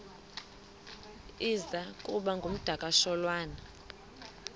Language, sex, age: Xhosa, female, 23